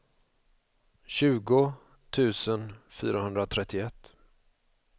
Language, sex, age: Swedish, male, 45